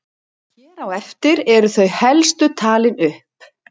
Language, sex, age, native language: Icelandic, female, 60-69, Icelandic